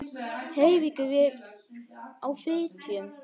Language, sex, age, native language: Icelandic, male, 9, Icelandic